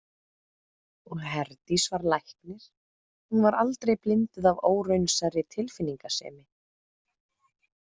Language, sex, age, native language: Icelandic, female, 30-39, Icelandic